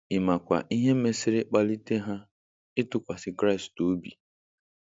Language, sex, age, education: Igbo, male, 15-29, tertiary